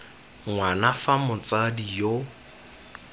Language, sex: Tswana, male